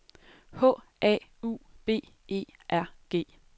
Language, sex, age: Danish, female, 30